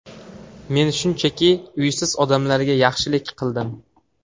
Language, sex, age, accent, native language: Uzbek, male, 18-24, Farg'ona, Uzbek